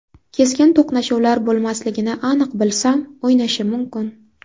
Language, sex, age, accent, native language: Uzbek, female, 19-29, Navoiy, Uzbek